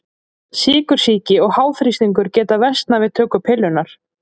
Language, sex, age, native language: Icelandic, female, 20-29, Icelandic